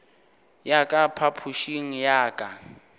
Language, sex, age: Northern Sotho, male, 19